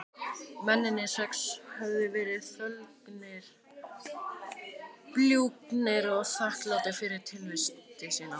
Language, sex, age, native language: Icelandic, male, 18-19, Icelandic